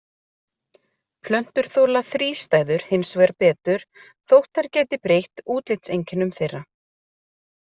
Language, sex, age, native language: Icelandic, female, 40-49, Icelandic